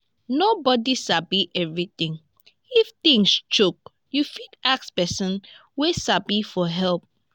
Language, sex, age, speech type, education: Nigerian Pidgin, female, 15-29, spontaneous, tertiary